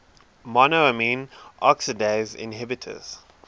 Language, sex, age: English, male, 23